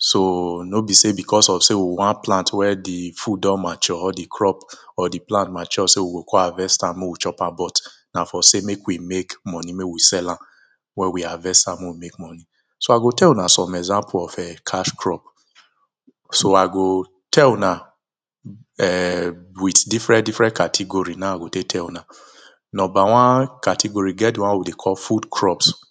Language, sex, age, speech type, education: Nigerian Pidgin, male, 30-45, spontaneous, tertiary